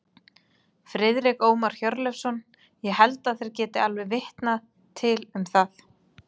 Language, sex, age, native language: Icelandic, female, 30-39, Icelandic